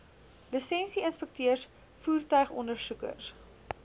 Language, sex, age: Afrikaans, female, 19